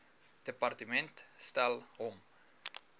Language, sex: Afrikaans, male